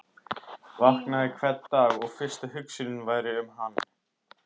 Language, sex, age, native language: Icelandic, male, 15, Icelandic